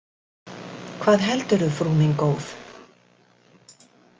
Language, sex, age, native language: Icelandic, female, 60-69, Icelandic